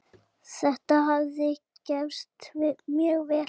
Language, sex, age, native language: Icelandic, female, 7, Icelandic